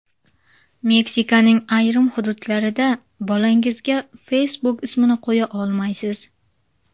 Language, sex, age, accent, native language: Uzbek, female, 19-29, Jizzax, Uzbek